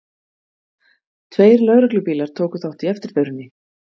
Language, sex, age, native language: Icelandic, female, 50-59, Icelandic